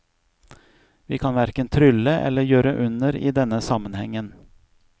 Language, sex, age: Norwegian, male, 41